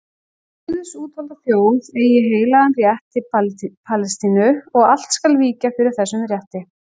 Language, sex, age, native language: Icelandic, female, 40-49, Icelandic